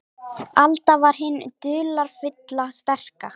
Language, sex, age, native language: Icelandic, female, 18-19, Icelandic